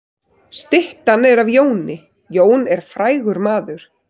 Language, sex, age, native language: Icelandic, female, 30-39, Icelandic